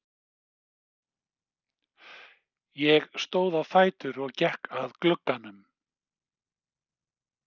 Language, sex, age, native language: Icelandic, male, 60-69, Icelandic